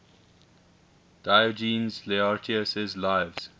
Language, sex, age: English, male, 21